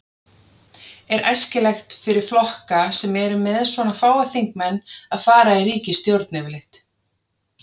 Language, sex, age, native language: Icelandic, female, 30-39, Icelandic